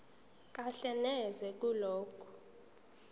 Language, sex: Zulu, female